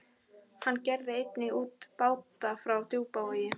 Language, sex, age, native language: Icelandic, female, 12, Icelandic